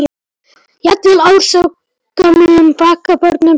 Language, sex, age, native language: Icelandic, male, 18-19, Polish